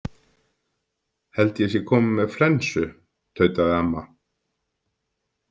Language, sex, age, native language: Icelandic, male, 50-59, Icelandic